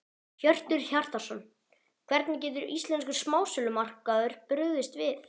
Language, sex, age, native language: Icelandic, male, 12, Icelandic